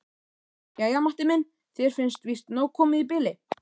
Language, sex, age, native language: Icelandic, male, 13, Icelandic